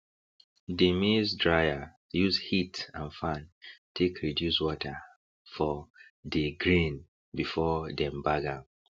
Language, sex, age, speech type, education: Nigerian Pidgin, male, 30-45, spontaneous, tertiary